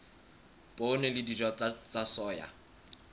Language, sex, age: Southern Sotho, male, 23